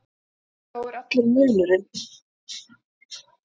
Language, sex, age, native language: Icelandic, female, 40-49, Icelandic